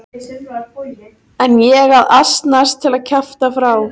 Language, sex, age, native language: Icelandic, female, 14, Icelandic